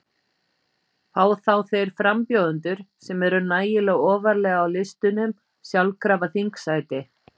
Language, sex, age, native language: Icelandic, female, 50-59, Icelandic